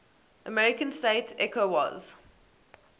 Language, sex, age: English, female, 18